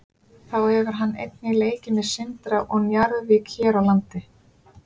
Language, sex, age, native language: Icelandic, female, 30-39, Icelandic